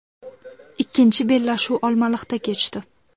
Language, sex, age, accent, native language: Uzbek, female, under 19, Toshkent viloyati, Uzbek